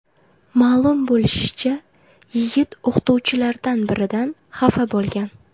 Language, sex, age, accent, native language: Uzbek, female, 18-24, Jizzax, Uzbek